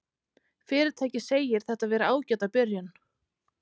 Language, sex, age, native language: Icelandic, female, 30-39, Icelandic